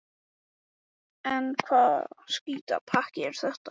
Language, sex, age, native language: Icelandic, male, 12, Icelandic